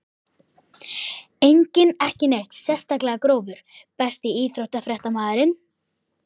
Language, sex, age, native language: Icelandic, male, 11, Icelandic